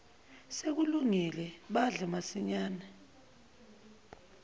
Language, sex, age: Zulu, female, 22